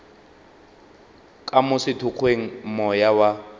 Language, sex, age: Northern Sotho, male, 22